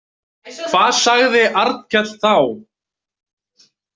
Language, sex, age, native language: Icelandic, male, 20-29, Icelandic